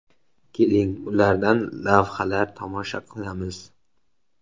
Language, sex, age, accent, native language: Uzbek, male, 18-24, Qoraqalpog'iston, Uzbek